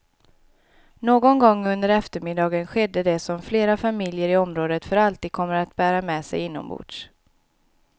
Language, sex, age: Swedish, female, 26